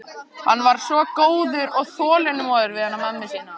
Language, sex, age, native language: Icelandic, male, 14, Icelandic